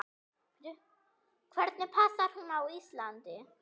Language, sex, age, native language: Icelandic, female, 8, German